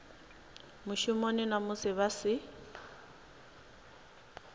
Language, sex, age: Venda, female, 26